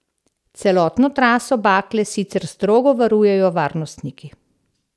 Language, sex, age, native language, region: Slovenian, female, 60+, Slovenian, Central Slovenia